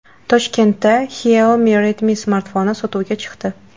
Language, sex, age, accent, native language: Uzbek, female, 18-24, Qashqadaryo, Uzbek